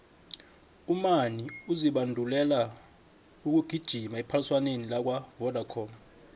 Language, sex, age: South Ndebele, male, 21